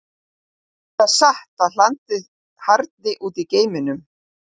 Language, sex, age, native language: Icelandic, female, 50-59, Icelandic